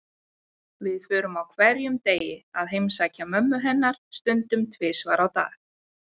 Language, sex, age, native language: Icelandic, female, 20-29, Icelandic